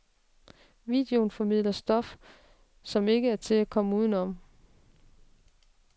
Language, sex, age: Danish, female, 36